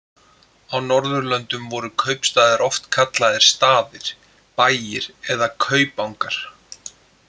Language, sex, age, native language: Icelandic, male, 20-29, Icelandic